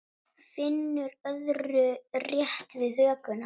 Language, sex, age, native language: Icelandic, female, 8, Icelandic